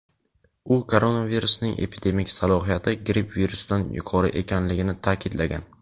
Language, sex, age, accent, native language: Uzbek, male, 18-24, Navoiy, Uzbek